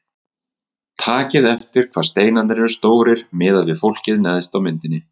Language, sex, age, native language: Icelandic, male, 30-39, Icelandic